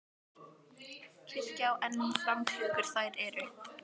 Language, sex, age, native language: Icelandic, other, 12, Icelandic